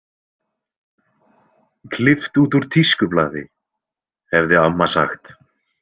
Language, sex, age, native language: Icelandic, male, 20-29, Icelandic